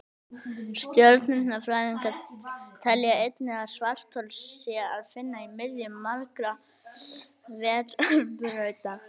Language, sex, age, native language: Icelandic, male, 18-19, Icelandic